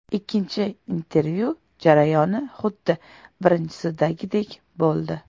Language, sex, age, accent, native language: Uzbek, female, 25-34, Toshkent shahri, Uzbek